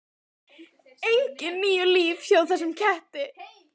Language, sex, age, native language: Icelandic, female, 12, Icelandic